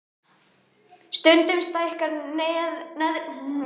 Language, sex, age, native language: Icelandic, male, 18-19, Icelandic